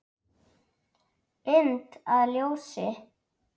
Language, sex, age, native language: Icelandic, female, 9, Icelandic